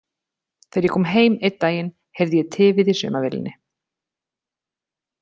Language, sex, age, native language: Icelandic, female, 30-39, Icelandic